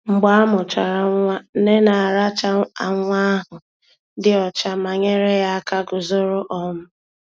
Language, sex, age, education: Igbo, female, 15-29, tertiary